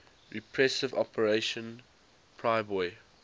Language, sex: English, male